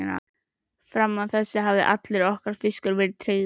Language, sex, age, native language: Icelandic, female, 11, Icelandic